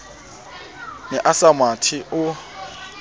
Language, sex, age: Southern Sotho, male, 25